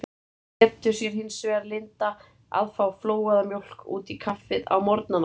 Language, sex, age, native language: Icelandic, male, 30-39, Icelandic